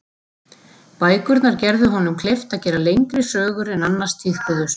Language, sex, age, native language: Icelandic, female, 40-49, Icelandic